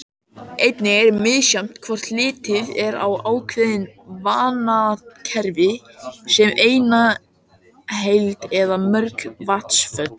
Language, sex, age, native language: Icelandic, male, 18-19, Icelandic